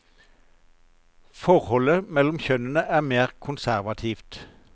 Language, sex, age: Norwegian, male, 54